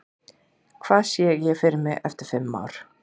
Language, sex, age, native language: Icelandic, female, 40-49, Icelandic